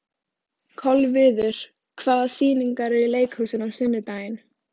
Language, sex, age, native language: Icelandic, female, 13, Icelandic